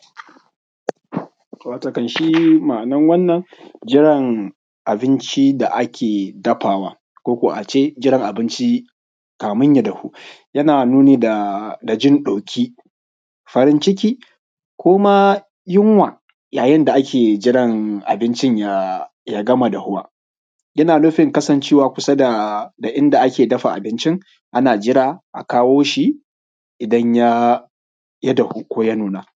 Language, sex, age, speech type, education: Hausa, male, 15-29, spontaneous, primary